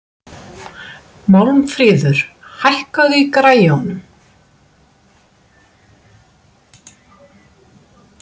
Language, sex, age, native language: Icelandic, female, 60-69, Icelandic